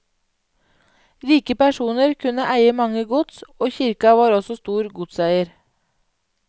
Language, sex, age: Norwegian, female, 31